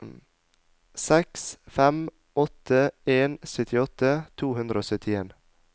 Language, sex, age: Norwegian, male, 22